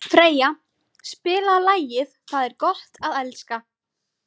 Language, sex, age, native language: Icelandic, female, 20-29, Icelandic